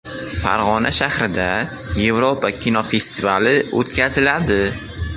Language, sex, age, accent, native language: Uzbek, male, 18-24, Qashqadaryo, Uzbek